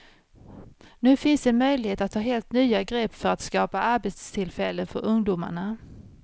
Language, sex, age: Swedish, female, 53